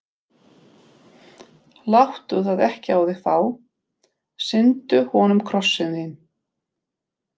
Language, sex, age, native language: Icelandic, female, 50-59, Polish